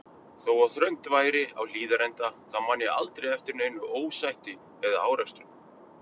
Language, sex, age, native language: Icelandic, male, 50-59, Icelandic